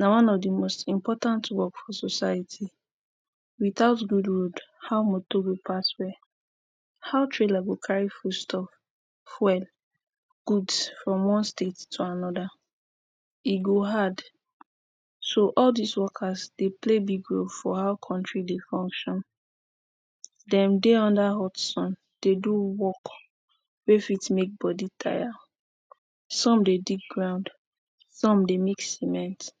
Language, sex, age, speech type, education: Nigerian Pidgin, female, 15-29, spontaneous, tertiary